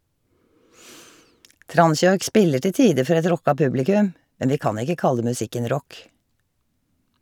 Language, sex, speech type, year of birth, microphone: Norwegian, female, read, 1951, Shure